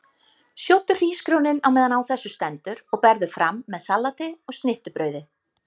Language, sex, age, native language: Icelandic, female, 30-39, Icelandic